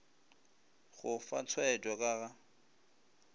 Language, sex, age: Northern Sotho, male, 25